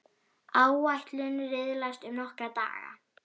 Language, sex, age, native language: Icelandic, female, 10, Icelandic